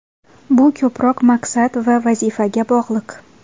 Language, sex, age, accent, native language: Uzbek, female, 19-29, Xorazm, Uzbek